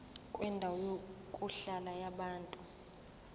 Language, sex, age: Zulu, female, 24